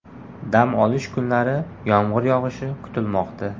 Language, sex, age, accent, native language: Uzbek, male, 18-24, Jizzax, Uzbek